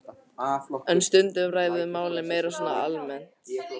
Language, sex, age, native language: Icelandic, male, 13, Icelandic